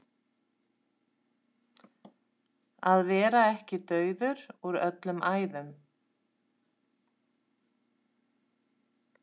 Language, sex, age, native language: Icelandic, female, 30-39, Icelandic